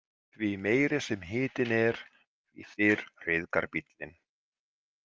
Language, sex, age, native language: Icelandic, male, 40-49, Icelandic